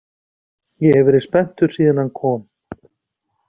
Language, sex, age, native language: Icelandic, male, 40-49, Icelandic